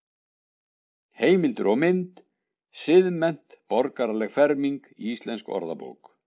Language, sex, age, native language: Icelandic, male, 60-69, Icelandic